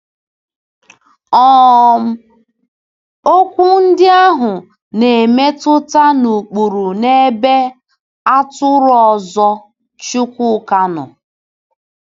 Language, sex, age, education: Igbo, female, 15-29, tertiary